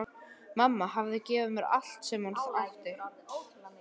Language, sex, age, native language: Icelandic, male, 11, Icelandic